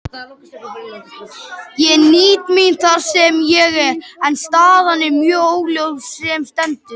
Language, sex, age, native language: Icelandic, male, 18-19, Icelandic